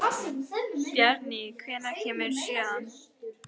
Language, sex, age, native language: Icelandic, female, 11, Icelandic